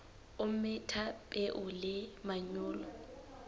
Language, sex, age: Southern Sotho, female, 19